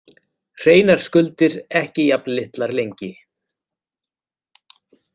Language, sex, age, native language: Icelandic, male, 40-49, Icelandic